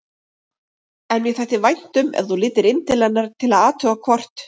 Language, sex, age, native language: Icelandic, female, 30-39, Icelandic